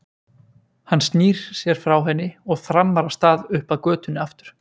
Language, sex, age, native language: Icelandic, male, 20-29, Icelandic